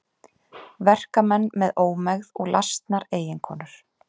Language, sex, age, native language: Icelandic, female, 30-39, Icelandic